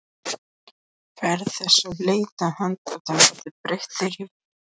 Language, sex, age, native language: Icelandic, male, 40-49, Icelandic